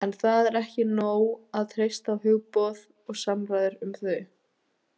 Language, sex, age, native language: Icelandic, female, 18-19, Icelandic